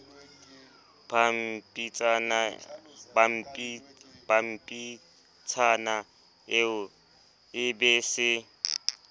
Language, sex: Southern Sotho, male